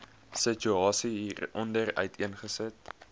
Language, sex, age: Afrikaans, male, 21